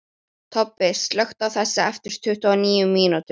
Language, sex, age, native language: Icelandic, female, 12, Icelandic